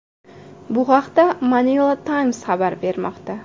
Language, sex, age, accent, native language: Uzbek, female, 18-24, Andijon, Uzbek